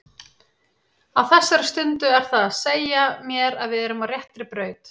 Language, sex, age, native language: Icelandic, female, 30-39, Icelandic